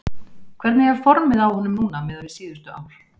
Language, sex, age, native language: Icelandic, female, 30-39, Icelandic